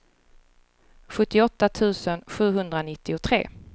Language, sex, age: Swedish, female, 35